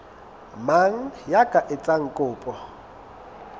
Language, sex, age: Southern Sotho, male, 22